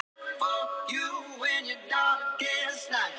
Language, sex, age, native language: Icelandic, other, 18-19, Icelandic